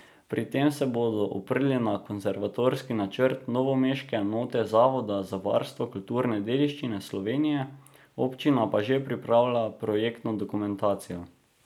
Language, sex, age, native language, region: Slovenian, male, 18-29, Slovenian, Drava region